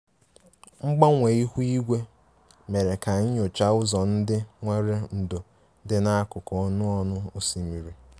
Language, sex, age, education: Igbo, male, 15-29, tertiary